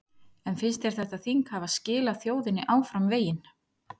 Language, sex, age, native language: Icelandic, female, 30-39, Icelandic